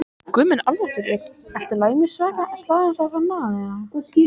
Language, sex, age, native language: Icelandic, female, 20-29, Icelandic